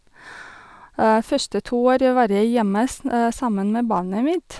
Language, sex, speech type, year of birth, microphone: Norwegian, female, spontaneous, 1982, Sennheiser